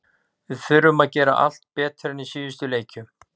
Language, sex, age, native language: Icelandic, male, 40-49, Icelandic